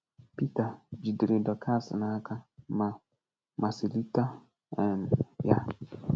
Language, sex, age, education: Igbo, male, 15-29, tertiary